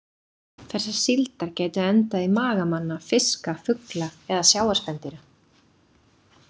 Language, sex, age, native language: Icelandic, female, 30-39, Icelandic